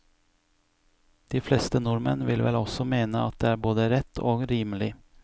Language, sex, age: Norwegian, male, 41